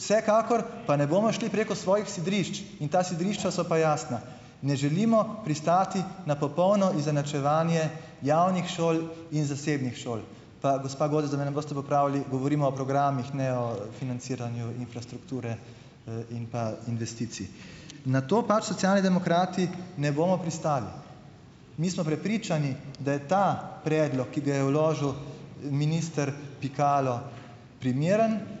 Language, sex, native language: Slovenian, male, Slovenian